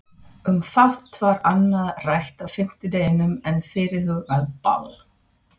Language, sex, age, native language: Icelandic, female, 60-69, Swedish